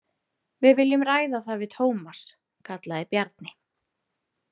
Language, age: Icelandic, 30-39